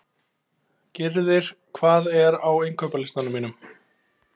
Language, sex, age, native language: Icelandic, male, 20-29, Icelandic